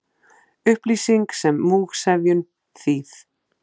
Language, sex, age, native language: Icelandic, female, 40-49, Icelandic